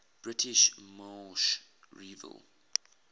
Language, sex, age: English, male, 20